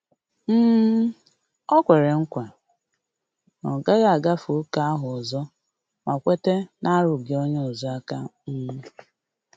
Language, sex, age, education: Igbo, female, 15-29, tertiary